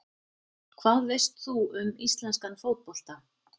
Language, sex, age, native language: Icelandic, female, 50-59, Icelandic